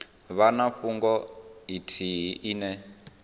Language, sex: Venda, male